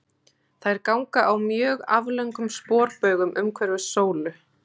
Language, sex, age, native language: Icelandic, female, 30-39, Icelandic